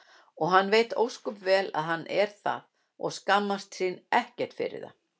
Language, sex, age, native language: Icelandic, female, 60-69, Icelandic